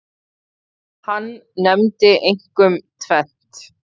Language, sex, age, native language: Icelandic, female, 30-39, Icelandic